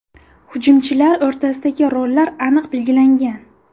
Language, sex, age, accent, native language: Uzbek, female, 18-24, Buxoro, Uzbek